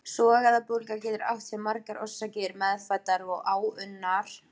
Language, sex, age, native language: Icelandic, female, 20-29, Icelandic